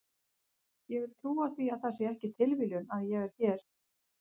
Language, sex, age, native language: Icelandic, female, 50-59, Icelandic